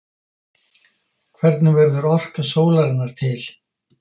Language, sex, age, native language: Icelandic, male, 50-59, Icelandic